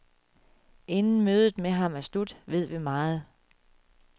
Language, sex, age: Danish, female, 36